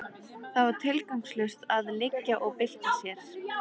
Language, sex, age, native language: Icelandic, female, 13, Icelandic